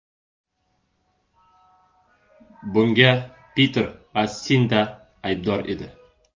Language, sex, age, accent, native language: Uzbek, male, 25-34, Samarqand, Uzbek